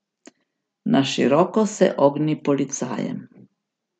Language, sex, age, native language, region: Slovenian, female, 60+, Slovenian, Gorica region